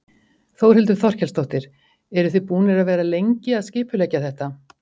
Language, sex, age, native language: Icelandic, female, 50-59, Icelandic